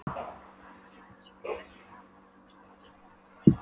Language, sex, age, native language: Icelandic, female, 12, Polish